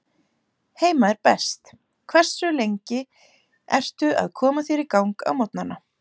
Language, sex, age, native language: Icelandic, female, 30-39, Icelandic